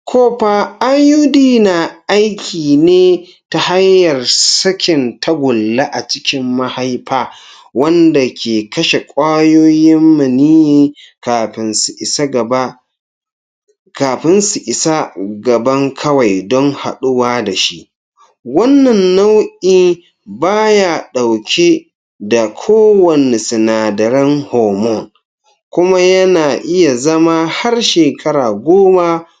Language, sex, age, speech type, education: Hausa, male, 46-60, spontaneous, tertiary